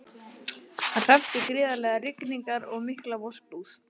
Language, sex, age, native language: Icelandic, male, 11, Icelandic